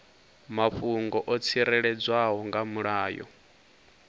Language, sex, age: Venda, male, 22